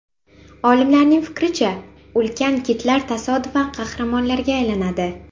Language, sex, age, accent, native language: Uzbek, female, 12-17, Sirdaryo, Uzbek